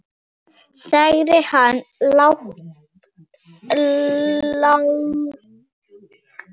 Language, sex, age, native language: Icelandic, female, 7, Icelandic